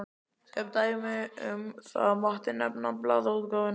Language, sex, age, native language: Icelandic, male, 12, Icelandic